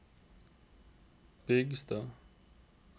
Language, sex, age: Norwegian, male, 29